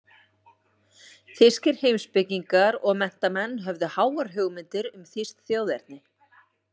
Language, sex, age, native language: Icelandic, female, 40-49, Icelandic